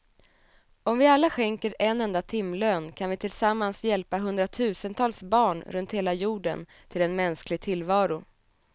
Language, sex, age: Swedish, female, 27